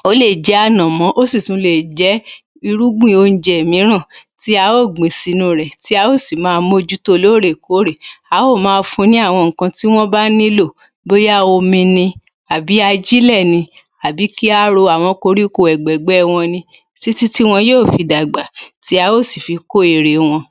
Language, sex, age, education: Yoruba, female, 30-45, tertiary